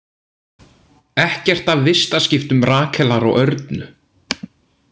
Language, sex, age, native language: Icelandic, male, 18-19, Icelandic